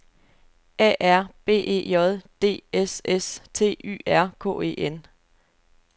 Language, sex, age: Danish, female, 29